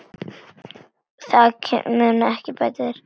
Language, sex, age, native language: Icelandic, female, 9, Icelandic